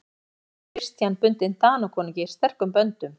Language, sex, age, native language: Icelandic, female, 14, Icelandic